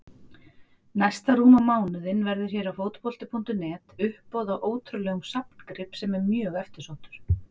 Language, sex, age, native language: Icelandic, female, 40-49, Icelandic